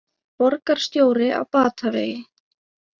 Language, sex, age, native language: Icelandic, female, 20-29, Icelandic